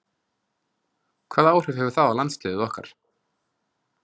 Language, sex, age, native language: Icelandic, male, 20-29, Icelandic